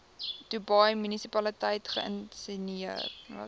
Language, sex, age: Afrikaans, female, 18